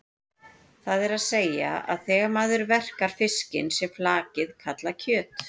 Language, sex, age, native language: Icelandic, female, 40-49, Icelandic